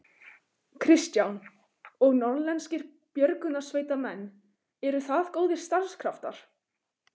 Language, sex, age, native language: Icelandic, female, 15, Icelandic